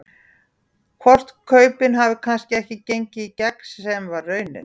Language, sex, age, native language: Icelandic, female, 40-49, Icelandic